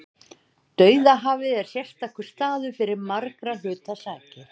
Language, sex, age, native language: Icelandic, female, 60-69, Icelandic